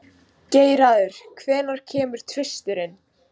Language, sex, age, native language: Icelandic, female, 15, Icelandic